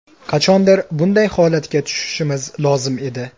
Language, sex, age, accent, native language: Uzbek, male, 18-24, Toshkent shahri, Uzbek